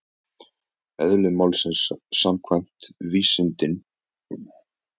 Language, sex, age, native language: Icelandic, male, 20-29, Icelandic